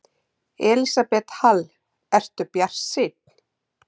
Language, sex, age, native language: Icelandic, female, 40-49, Icelandic